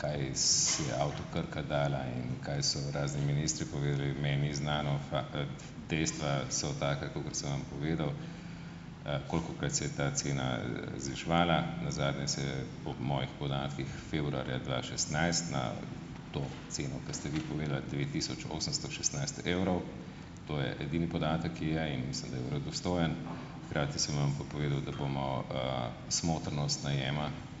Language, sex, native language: Slovenian, male, Slovenian